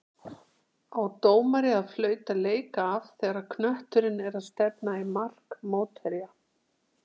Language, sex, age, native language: Icelandic, female, 60-69, Icelandic